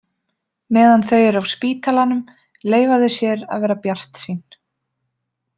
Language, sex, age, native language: Icelandic, female, 20-29, Icelandic